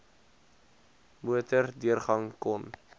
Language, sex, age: Afrikaans, male, 20